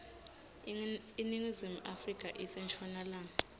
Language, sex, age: Swati, female, 20